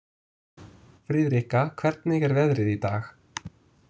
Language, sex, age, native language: Icelandic, male, 20-29, English